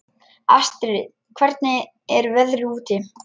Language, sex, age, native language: Icelandic, male, 11, Lithuanian